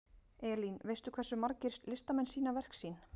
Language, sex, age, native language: Icelandic, female, 40-49, Icelandic